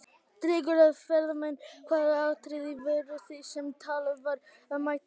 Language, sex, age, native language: Icelandic, male, 18-19, Icelandic